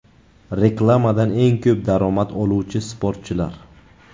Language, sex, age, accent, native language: Uzbek, male, 18-24, Navoiy, Uzbek